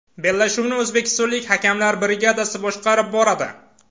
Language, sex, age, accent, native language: Uzbek, male, 18-24, Samarqand, Uzbek